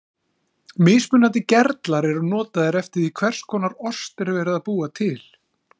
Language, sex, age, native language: Icelandic, male, 40-49, Icelandic